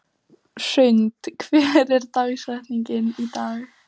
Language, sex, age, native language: Icelandic, female, 14, Icelandic